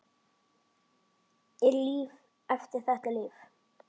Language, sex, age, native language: Icelandic, male, 10, Icelandic